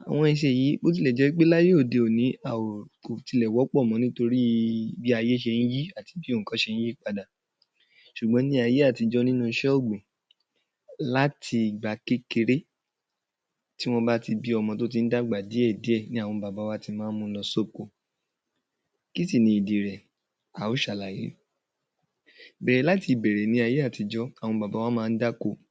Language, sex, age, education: Yoruba, male, 15-29, tertiary